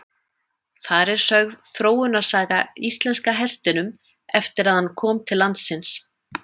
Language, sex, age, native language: Icelandic, female, 30-39, Icelandic